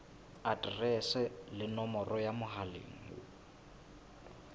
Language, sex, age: Southern Sotho, male, 22